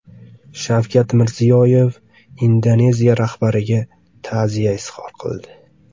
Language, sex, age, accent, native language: Uzbek, male, 25-34, Farg'ona, Uzbek